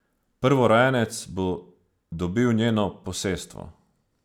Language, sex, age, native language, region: Slovenian, male, 30-49, Slovenian, Savinja region